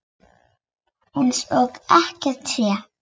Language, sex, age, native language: Icelandic, female, 8, Icelandic